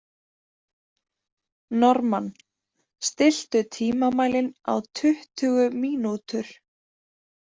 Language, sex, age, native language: Icelandic, female, 20-29, Icelandic